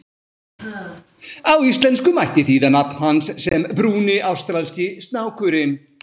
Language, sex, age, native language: Icelandic, female, 18-19, Icelandic